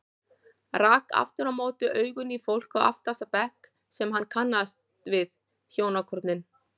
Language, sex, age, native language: Icelandic, female, 40-49, Icelandic